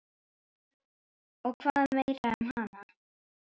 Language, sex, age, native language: Icelandic, female, 10, Icelandic